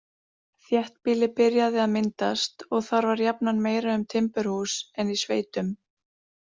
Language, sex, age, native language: Icelandic, female, 40-49, Icelandic